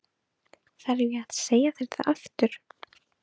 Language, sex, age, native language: Icelandic, female, 12, Icelandic